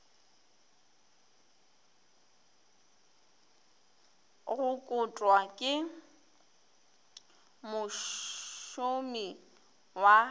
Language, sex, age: Northern Sotho, female, 21